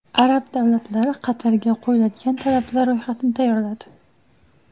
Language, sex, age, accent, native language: Uzbek, female, 18-24, Toshkent shahri, Uzbek